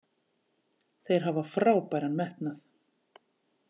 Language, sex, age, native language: Icelandic, female, 40-49, Icelandic